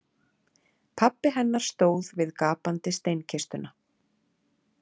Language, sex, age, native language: Icelandic, female, 30-39, Icelandic